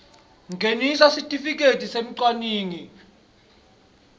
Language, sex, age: Swati, male, 26